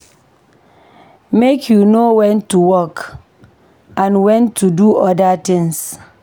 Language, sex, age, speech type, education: Nigerian Pidgin, female, 15-29, read, tertiary